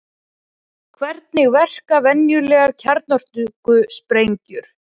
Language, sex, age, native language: Icelandic, female, 20-29, Icelandic